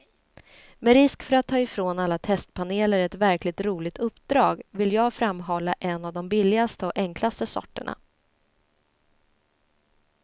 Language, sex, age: Swedish, female, 30